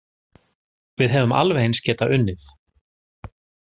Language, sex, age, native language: Icelandic, male, 40-49, Icelandic